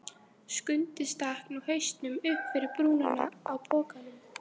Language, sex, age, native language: Icelandic, female, 13, Icelandic